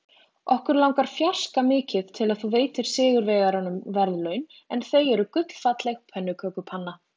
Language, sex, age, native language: Icelandic, female, 20-29, Icelandic